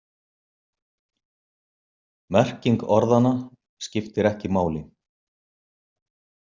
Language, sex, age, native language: Icelandic, male, 50-59, Icelandic